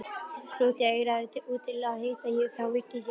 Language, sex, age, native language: Icelandic, male, 11, Icelandic